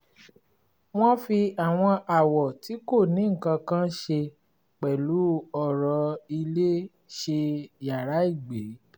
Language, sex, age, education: Yoruba, female, 30-45, tertiary